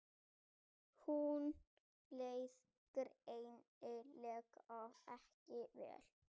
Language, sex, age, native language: Icelandic, female, 30-39, Icelandic